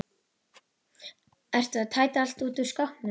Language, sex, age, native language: Icelandic, female, 12, Icelandic